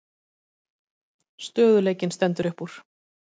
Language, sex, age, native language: Icelandic, female, 50-59, Icelandic